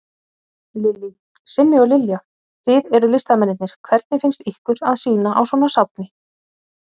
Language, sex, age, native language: Icelandic, female, 30-39, Icelandic